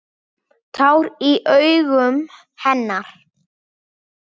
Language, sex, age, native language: Icelandic, female, 8, Icelandic